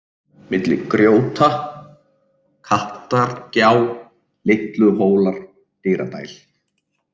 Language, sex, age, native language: Icelandic, male, 30-39, Icelandic